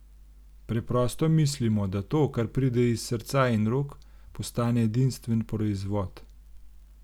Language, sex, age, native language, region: Slovenian, male, 30-49, Slovenian, Gorenjska region